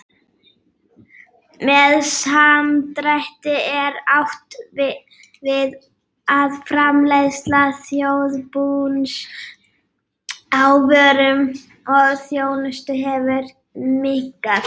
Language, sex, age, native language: Icelandic, female, 18-19, Icelandic